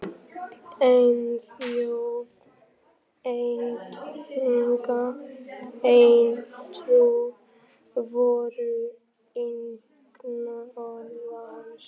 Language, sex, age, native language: Icelandic, male, 11, Icelandic